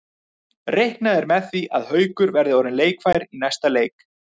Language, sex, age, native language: Icelandic, male, 30-39, Icelandic